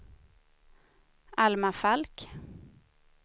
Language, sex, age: Swedish, female, 30